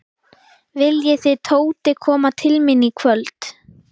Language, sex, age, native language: Icelandic, female, 11, Icelandic